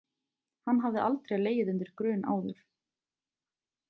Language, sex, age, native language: Icelandic, female, 20-29, Icelandic